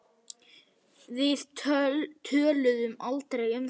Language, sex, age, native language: Icelandic, male, 9, Icelandic